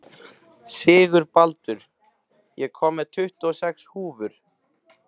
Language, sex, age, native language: Icelandic, male, 15, Icelandic